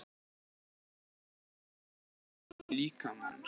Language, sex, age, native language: Icelandic, male, 18-19, Icelandic